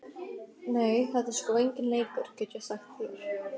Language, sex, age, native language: Icelandic, female, 12, Icelandic